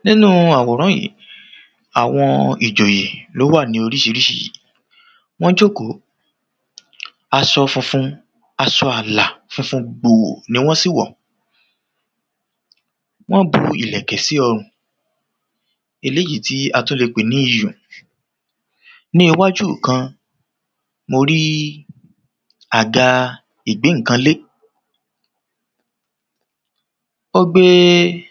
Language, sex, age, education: Yoruba, male, 30-45, tertiary